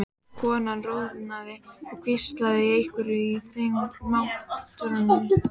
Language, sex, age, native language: Icelandic, female, 12, Icelandic